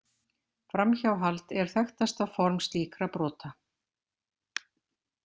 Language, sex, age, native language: Icelandic, female, 50-59, Icelandic